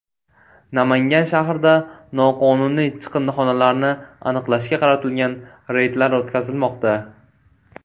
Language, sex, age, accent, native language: Uzbek, male, 18-24, Toshkent viloyati, Uzbek